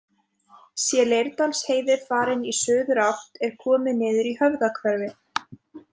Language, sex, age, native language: Icelandic, female, 20-29, Icelandic